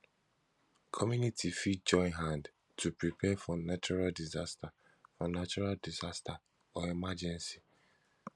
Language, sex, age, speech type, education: Nigerian Pidgin, male, 15-29, spontaneous, tertiary